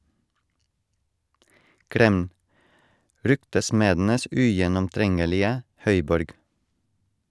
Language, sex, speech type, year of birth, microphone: Norwegian, male, read, 1984, Shure